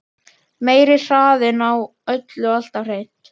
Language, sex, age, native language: Icelandic, female, 12, Icelandic